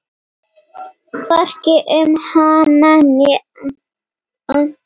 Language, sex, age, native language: Icelandic, female, 8, Icelandic